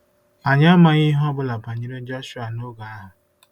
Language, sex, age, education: Igbo, male, 15-29, tertiary